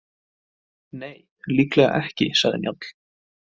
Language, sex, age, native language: Icelandic, male, 20-29, Icelandic